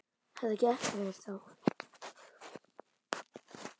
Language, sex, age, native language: Icelandic, male, 10, Icelandic